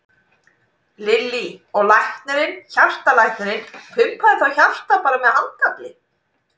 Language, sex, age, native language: Icelandic, female, 40-49, Icelandic